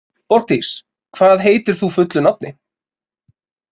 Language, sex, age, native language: Icelandic, male, 20-29, Icelandic